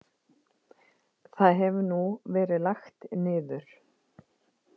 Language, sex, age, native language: Icelandic, female, 50-59, Icelandic